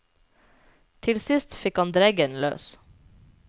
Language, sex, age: Norwegian, female, 29